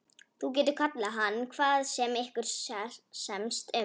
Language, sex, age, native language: Icelandic, female, 18-19, Icelandic